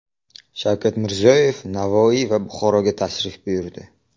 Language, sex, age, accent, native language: Uzbek, male, under 19, Navoiy, Uzbek